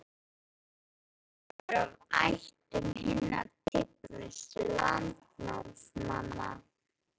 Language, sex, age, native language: Icelandic, male, 12, Icelandic